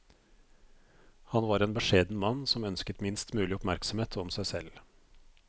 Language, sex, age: Norwegian, male, 42